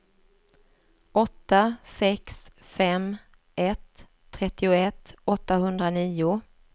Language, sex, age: Swedish, female, 47